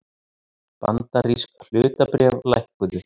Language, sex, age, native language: Icelandic, male, 30-39, Icelandic